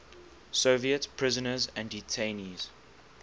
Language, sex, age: English, male, 19